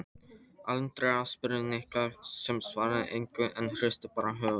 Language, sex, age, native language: Icelandic, male, 13, Polish